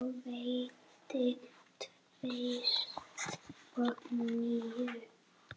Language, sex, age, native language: Icelandic, female, 8, Icelandic